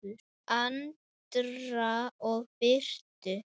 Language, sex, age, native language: Icelandic, male, 9, Icelandic